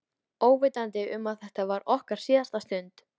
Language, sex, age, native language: Icelandic, female, 13, Icelandic